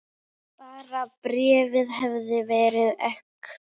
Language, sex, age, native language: Icelandic, female, 9, Icelandic